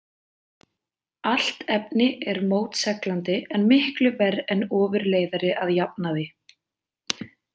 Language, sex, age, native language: Icelandic, female, 20-29, Icelandic